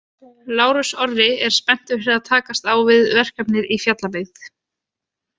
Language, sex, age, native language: Icelandic, female, 20-29, Icelandic